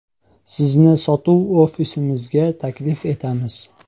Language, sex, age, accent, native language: Uzbek, male, 18-24, Andijon, Uzbek